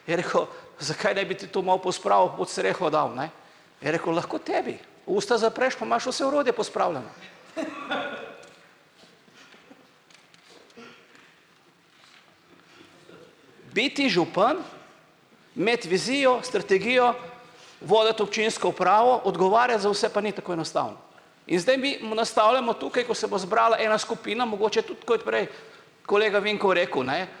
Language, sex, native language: Slovenian, male, Slovenian